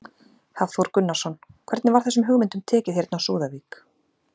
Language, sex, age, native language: Icelandic, female, 40-49, Icelandic